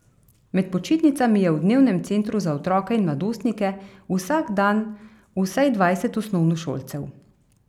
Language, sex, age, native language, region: Slovenian, female, 30-49, Slovenian, Carinthia region